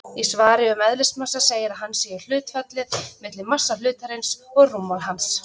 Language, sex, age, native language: Icelandic, female, 30-39, Icelandic